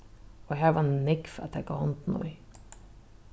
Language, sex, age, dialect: Faroese, female, 36-60, Norðuroyggjar